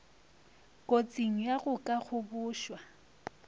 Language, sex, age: Northern Sotho, female, 23